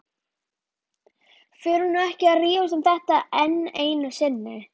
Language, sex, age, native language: Icelandic, female, 11, Icelandic